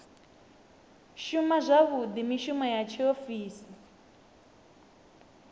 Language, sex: Venda, female